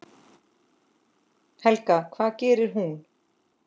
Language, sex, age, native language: Icelandic, female, 10, Icelandic